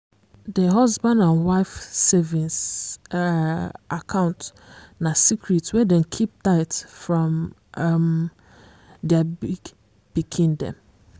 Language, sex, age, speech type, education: Nigerian Pidgin, female, 15-29, spontaneous, secondary